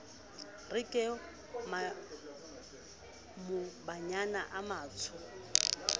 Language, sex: Southern Sotho, female